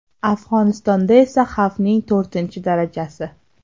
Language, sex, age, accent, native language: Uzbek, female, 18-24, Toshkent shahri, Uzbek